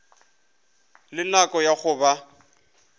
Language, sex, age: Northern Sotho, male, 20